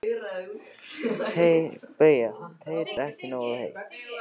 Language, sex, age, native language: Icelandic, male, 13, Icelandic